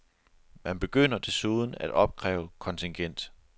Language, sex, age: Danish, male, 42